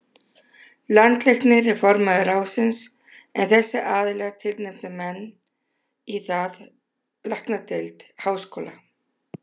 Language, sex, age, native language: Icelandic, female, 60-69, Icelandic